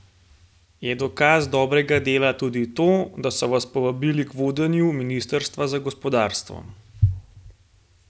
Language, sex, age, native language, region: Slovenian, male, 18-29, Slovenian, Gorenjska region